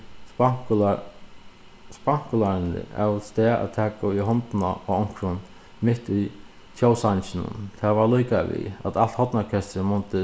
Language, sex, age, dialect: Faroese, male, 36-60, Suðuroy